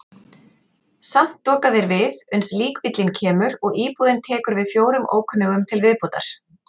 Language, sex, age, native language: Icelandic, female, 40-49, Icelandic